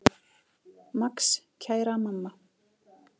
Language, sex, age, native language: Icelandic, female, 40-49, Icelandic